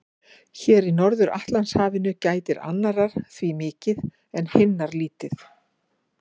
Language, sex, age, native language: Icelandic, female, 50-59, Icelandic